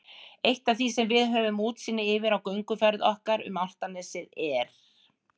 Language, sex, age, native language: Icelandic, female, 60-69, Icelandic